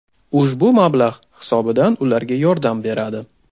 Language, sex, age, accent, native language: Uzbek, male, 18-24, Toshkent shahri, Russian